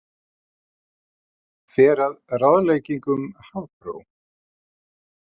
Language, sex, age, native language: Icelandic, male, 50-59, Icelandic